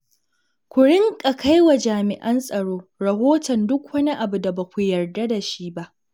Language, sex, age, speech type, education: Hausa, female, 15-29, read, secondary